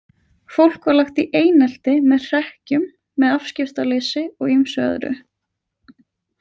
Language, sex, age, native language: Icelandic, female, 20-29, Icelandic